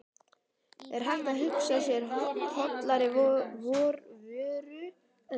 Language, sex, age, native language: Icelandic, male, 12, Icelandic